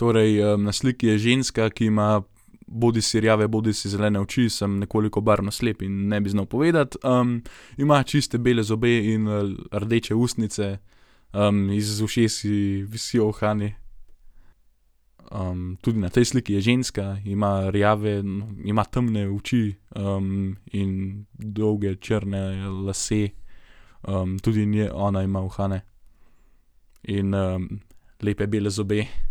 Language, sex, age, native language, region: Slovenian, male, 18-29, Slovenian, Gorenjska region